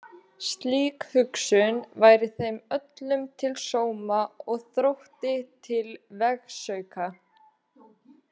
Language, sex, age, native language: Icelandic, female, 20-29, Icelandic